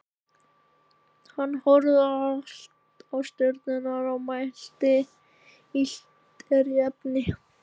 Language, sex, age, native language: Icelandic, male, 13, Icelandic